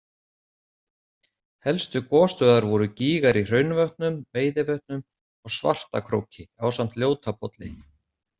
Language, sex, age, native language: Icelandic, male, 40-49, Icelandic